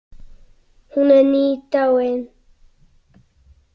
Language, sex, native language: Icelandic, other, Icelandic